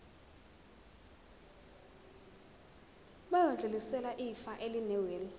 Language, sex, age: Zulu, female, 23